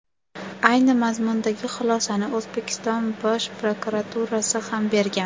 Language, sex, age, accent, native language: Uzbek, female, under 19, Toshkent shahri, Uzbek